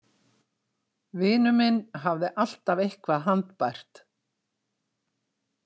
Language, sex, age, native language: Icelandic, female, 60-69, Icelandic